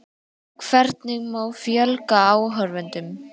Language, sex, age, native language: Icelandic, female, 13, Icelandic